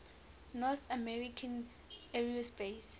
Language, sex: English, female